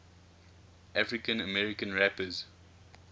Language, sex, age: English, male, 21